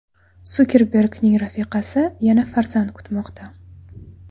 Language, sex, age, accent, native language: Uzbek, female, 19-29, Toshkent viloyati, Uzbek